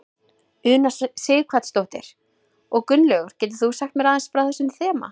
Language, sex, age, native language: Icelandic, female, 20-29, Icelandic